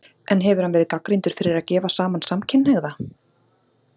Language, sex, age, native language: Icelandic, female, 40-49, Icelandic